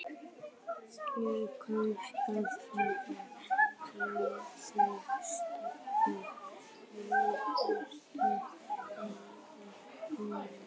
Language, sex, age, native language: Icelandic, male, 18-19, Icelandic